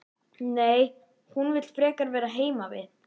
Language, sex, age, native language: Icelandic, female, 11, Icelandic